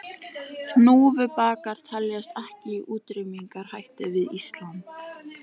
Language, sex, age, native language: Icelandic, female, 18-19, Icelandic